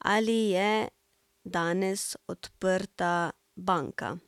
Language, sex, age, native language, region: Slovenian, female, 18-29, Slovenian, Central Slovenia